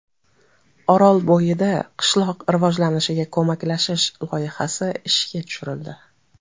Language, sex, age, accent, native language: Uzbek, female, 35+, Toshkent viloyati, Uzbek